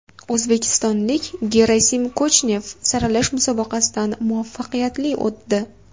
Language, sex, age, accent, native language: Uzbek, female, 18-24, Farg'ona, Uzbek